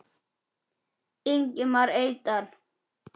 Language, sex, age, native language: Icelandic, male, 9, Icelandic